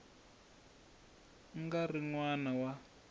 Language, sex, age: Tsonga, male, 21